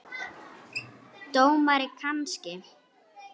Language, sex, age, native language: Icelandic, female, 8, Icelandic